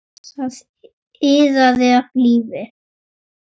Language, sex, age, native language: Icelandic, male, 9, Icelandic